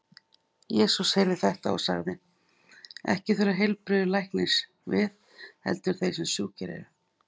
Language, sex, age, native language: Icelandic, female, 50-59, Icelandic